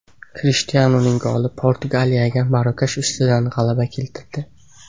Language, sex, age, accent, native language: Uzbek, male, 18-24, Samarqand, Uzbek